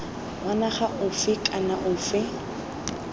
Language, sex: Tswana, female